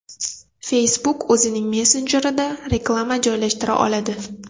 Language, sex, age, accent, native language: Uzbek, female, 18-24, Jizzax, Uzbek